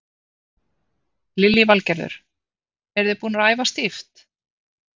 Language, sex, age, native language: Icelandic, female, 50-59, Icelandic